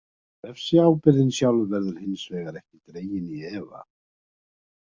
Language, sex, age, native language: Icelandic, male, 50-59, Icelandic